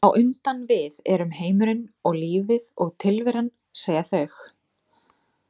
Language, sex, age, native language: Icelandic, female, 30-39, Icelandic